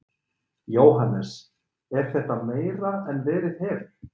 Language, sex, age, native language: Icelandic, male, 30-39, Icelandic